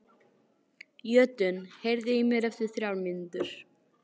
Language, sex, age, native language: Icelandic, female, 18-19, Icelandic